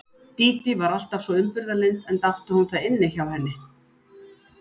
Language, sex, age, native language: Icelandic, female, 60-69, Icelandic